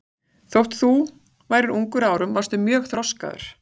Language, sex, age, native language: Icelandic, female, 40-49, Icelandic